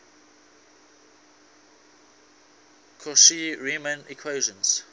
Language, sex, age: English, male, 19